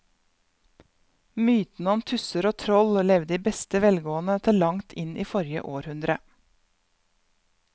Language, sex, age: Norwegian, female, 31